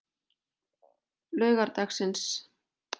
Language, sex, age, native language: Icelandic, female, 40-49, Icelandic